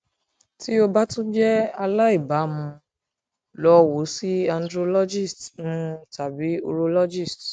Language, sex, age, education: Yoruba, female, 15-29, tertiary